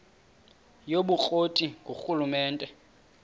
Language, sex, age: Xhosa, male, 31